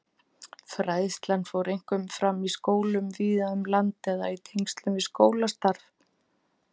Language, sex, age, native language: Icelandic, female, 50-59, Icelandic